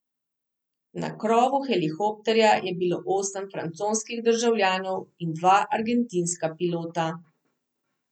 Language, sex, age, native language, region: Slovenian, female, 30-49, Slovenian, Southeast Slovenia